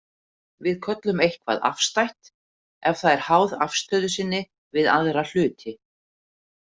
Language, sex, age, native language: Icelandic, female, 50-59, Icelandic